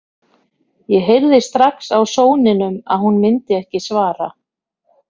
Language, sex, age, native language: Icelandic, female, 50-59, Icelandic